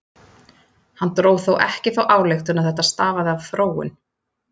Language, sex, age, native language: Icelandic, female, 30-39, Icelandic